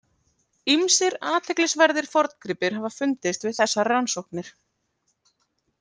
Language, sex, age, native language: Icelandic, female, 30-39, Icelandic